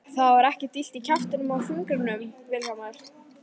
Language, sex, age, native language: Icelandic, female, 11, Icelandic